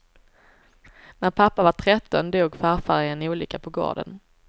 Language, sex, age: Swedish, female, 23